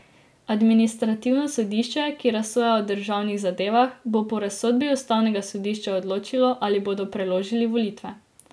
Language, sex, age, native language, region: Slovenian, female, 18-29, Slovenian, Drava region